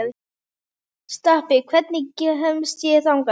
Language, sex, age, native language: Icelandic, female, 11, Icelandic